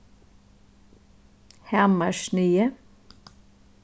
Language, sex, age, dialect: Faroese, female, 36-60, Suðuroy